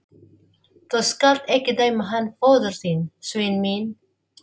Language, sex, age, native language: Icelandic, female, 40-49, Filipino